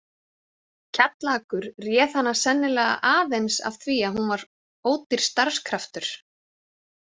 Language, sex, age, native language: Icelandic, female, 40-49, Icelandic